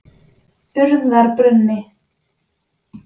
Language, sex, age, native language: Icelandic, female, 20-29, Icelandic